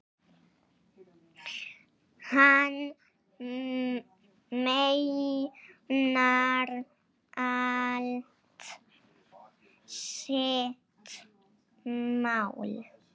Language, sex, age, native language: Icelandic, female, 7, Icelandic